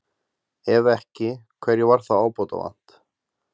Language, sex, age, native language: Icelandic, male, 20-29, Icelandic